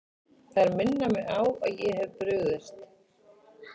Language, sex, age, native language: Icelandic, female, 11, Icelandic